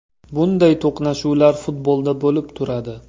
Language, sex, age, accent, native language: Uzbek, male, 25-34, Toshkent viloyati, Uzbek